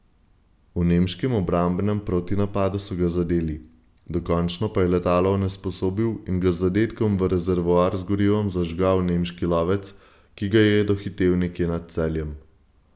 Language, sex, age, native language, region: Slovenian, male, 18-29, Slovenian, Gorenjska region